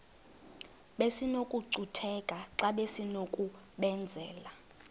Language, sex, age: Xhosa, female, 22